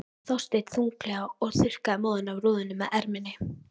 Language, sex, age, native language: Icelandic, female, 13, Icelandic